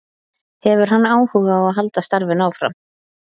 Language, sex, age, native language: Icelandic, female, 30-39, Icelandic